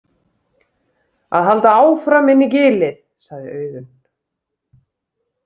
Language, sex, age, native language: Icelandic, female, 30-39, Icelandic